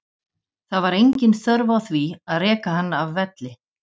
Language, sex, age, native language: Icelandic, female, 40-49, Icelandic